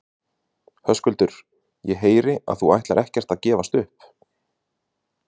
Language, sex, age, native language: Icelandic, male, 30-39, Icelandic